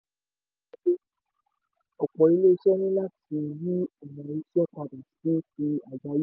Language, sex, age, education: Yoruba, female, 15-29, tertiary